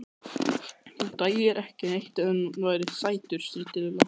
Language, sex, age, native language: Icelandic, male, 13, Icelandic